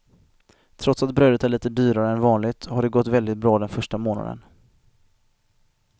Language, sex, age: Swedish, male, 25